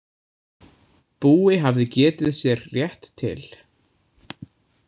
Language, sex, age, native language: Icelandic, male, 20-29, Icelandic